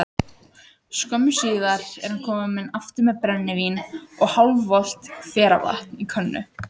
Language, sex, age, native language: Icelandic, other, 18-19, Icelandic